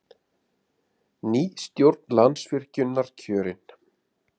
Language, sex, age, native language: Icelandic, male, 30-39, Icelandic